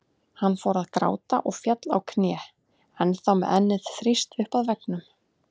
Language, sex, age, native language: Icelandic, female, 30-39, Icelandic